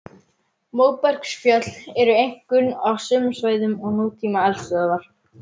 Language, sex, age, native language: Icelandic, male, 11, Icelandic